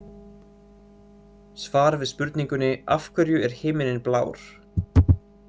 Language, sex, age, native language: Icelandic, male, 30-39, Icelandic